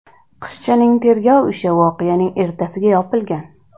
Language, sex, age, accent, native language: Uzbek, female, 25-34, Andijon, Uzbek